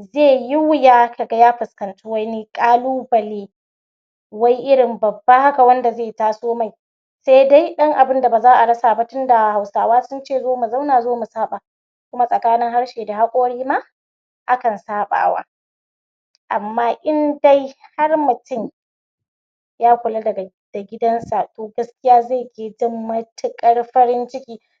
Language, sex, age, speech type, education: Hausa, female, 46-60, spontaneous, tertiary